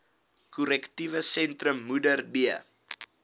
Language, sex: Afrikaans, male